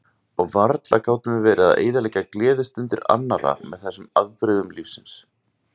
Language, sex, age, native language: Icelandic, male, 30-39, Icelandic